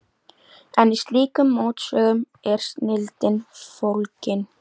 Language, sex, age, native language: Icelandic, female, 13, Icelandic